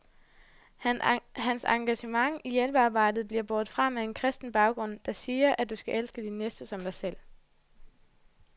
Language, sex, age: Danish, female, 20